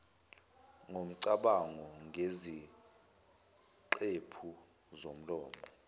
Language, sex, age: Zulu, male, 21